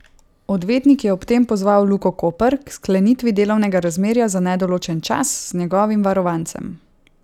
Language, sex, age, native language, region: Slovenian, female, 18-29, Slovenian, Savinja region